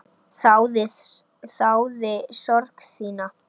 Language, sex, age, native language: Icelandic, male, 9, Icelandic